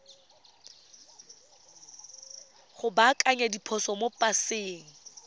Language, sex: Tswana, female